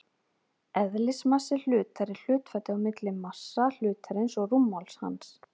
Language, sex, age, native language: Icelandic, female, 30-39, Icelandic